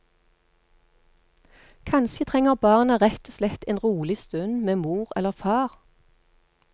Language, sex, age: Norwegian, female, 48